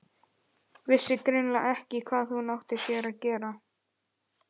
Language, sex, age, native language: Icelandic, male, 11, Icelandic